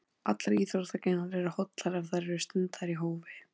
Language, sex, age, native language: Icelandic, female, 14, Icelandic